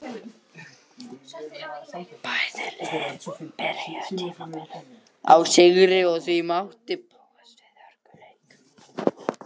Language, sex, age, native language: Icelandic, other, 60-69, Icelandic